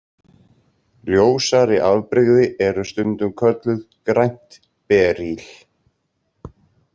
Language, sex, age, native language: Icelandic, male, 40-49, Icelandic